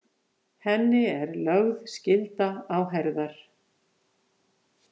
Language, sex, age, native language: Icelandic, female, 50-59, Icelandic